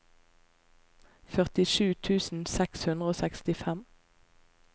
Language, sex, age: Norwegian, female, 25